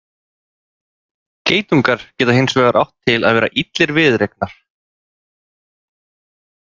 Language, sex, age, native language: Icelandic, male, 30-39, Icelandic